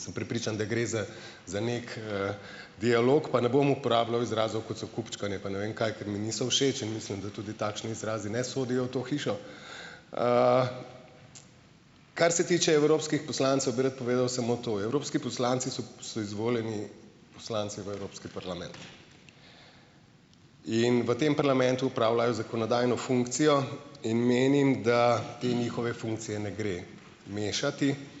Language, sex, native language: Slovenian, male, Slovenian